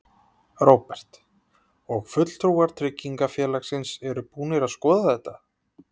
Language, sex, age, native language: Icelandic, male, 30-39, Icelandic